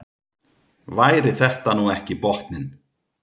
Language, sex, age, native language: Icelandic, male, 30-39, Icelandic